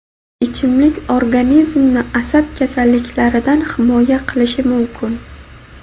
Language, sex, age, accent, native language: Uzbek, female, 19-29, Buxoro, Uzbek